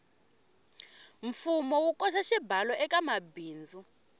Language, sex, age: Tsonga, female, 21